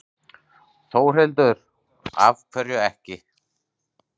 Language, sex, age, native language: Icelandic, male, 40-49, Icelandic